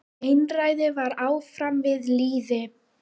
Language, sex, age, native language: Icelandic, female, 10, Icelandic